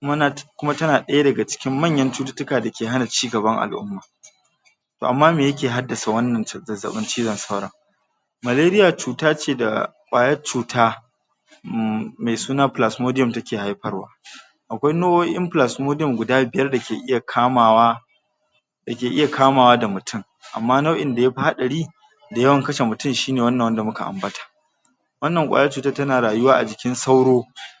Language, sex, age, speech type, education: Hausa, male, 46-60, spontaneous, tertiary